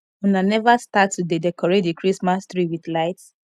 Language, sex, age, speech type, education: Nigerian Pidgin, female, 15-29, spontaneous, tertiary